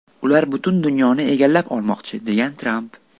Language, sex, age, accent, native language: Uzbek, male, 18-24, Buxoro, Uzbek